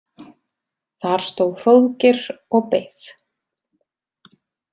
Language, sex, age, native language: Icelandic, female, 30-39, Icelandic